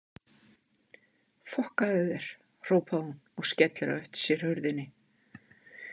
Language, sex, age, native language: Icelandic, female, 50-59, Icelandic